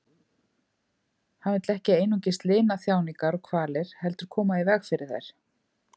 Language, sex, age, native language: Icelandic, female, 50-59, Icelandic